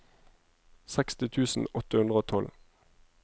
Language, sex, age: Norwegian, male, 25